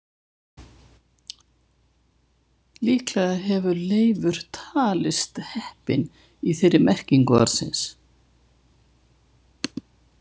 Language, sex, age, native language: Icelandic, female, 70-79, Icelandic